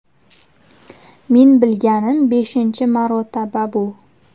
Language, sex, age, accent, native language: Uzbek, female, 19-29, Farg'ona, Uzbek